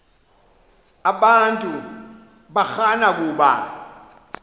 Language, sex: Xhosa, male